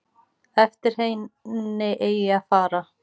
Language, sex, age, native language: Icelandic, female, 6, Icelandic